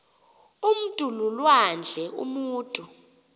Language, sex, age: Xhosa, female, 28